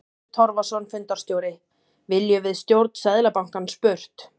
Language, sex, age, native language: Icelandic, female, 30-39, Icelandic